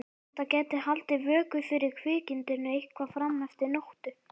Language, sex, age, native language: Icelandic, male, 11, Icelandic